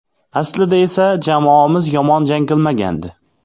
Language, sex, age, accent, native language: Uzbek, male, 25-34, Xorazm, Uzbek